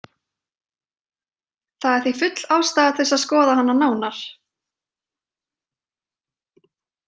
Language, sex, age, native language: Icelandic, female, 30-39, Icelandic